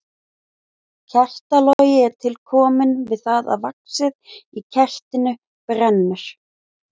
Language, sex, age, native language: Icelandic, female, 20-29, Icelandic